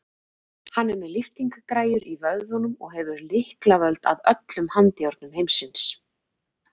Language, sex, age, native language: Icelandic, female, 40-49, Icelandic